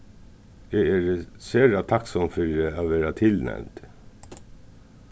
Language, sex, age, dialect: Faroese, male, 36-60, Suðurstreymoy